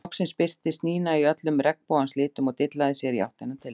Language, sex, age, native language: Icelandic, female, 60-69, Icelandic